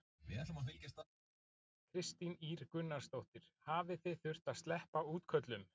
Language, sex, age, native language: Icelandic, male, 40-49, Icelandic